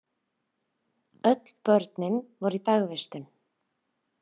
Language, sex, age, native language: Icelandic, female, 30-39, Icelandic